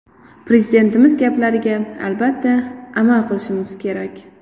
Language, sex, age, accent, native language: Uzbek, female, 18-24, Qoraqalpog'iston, Uzbek